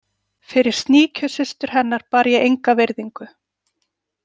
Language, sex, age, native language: Icelandic, female, 40-49, Icelandic